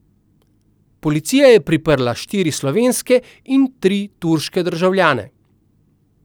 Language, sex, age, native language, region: Slovenian, male, 50-59, Slovenian, Central Slovenia